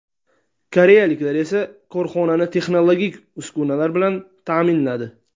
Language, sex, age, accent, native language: Uzbek, male, 19-29, Sirdaryo, Uzbek